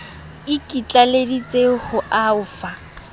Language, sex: Southern Sotho, female